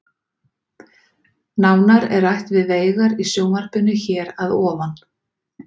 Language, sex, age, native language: Icelandic, female, 40-49, Icelandic